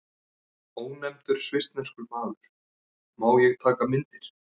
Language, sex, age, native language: Icelandic, male, 30-39, Icelandic